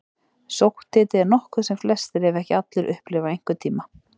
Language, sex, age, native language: Icelandic, female, 30-39, Icelandic